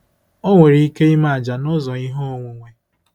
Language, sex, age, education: Igbo, male, 15-29, tertiary